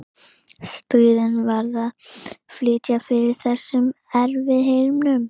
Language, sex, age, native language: Icelandic, female, 11, Icelandic